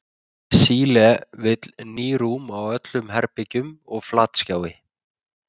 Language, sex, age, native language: Icelandic, male, 20-29, Icelandic